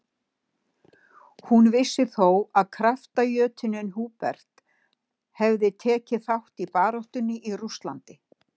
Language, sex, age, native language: Icelandic, female, 60-69, Icelandic